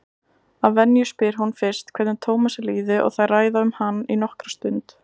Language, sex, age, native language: Icelandic, female, 20-29, Icelandic